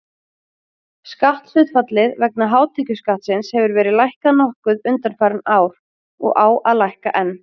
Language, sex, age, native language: Icelandic, female, 30-39, Icelandic